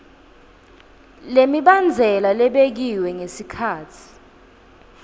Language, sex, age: Swati, female, 19